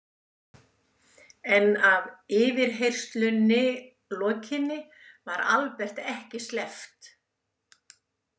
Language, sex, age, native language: Icelandic, female, 70-79, Icelandic